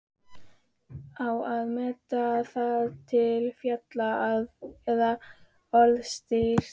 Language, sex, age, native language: Icelandic, female, 13, Icelandic